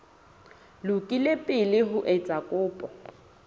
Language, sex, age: Southern Sotho, female, 27